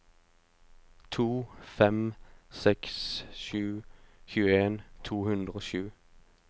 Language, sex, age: Norwegian, male, 25